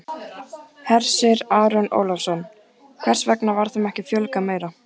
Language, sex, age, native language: Icelandic, female, 14, Icelandic